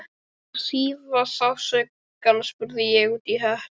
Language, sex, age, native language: Icelandic, male, 12, Icelandic